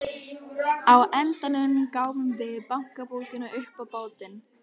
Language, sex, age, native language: Icelandic, female, 12, Icelandic